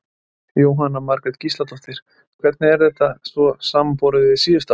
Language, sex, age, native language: Icelandic, male, 30-39, Icelandic